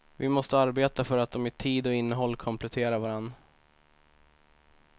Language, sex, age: Swedish, male, 25